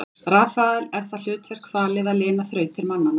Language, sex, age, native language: Icelandic, female, 40-49, Icelandic